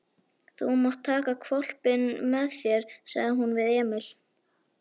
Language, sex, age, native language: Icelandic, female, 11, Icelandic